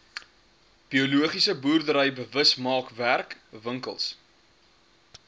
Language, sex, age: Afrikaans, male, 23